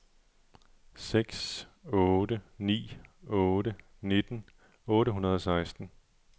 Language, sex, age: Danish, male, 37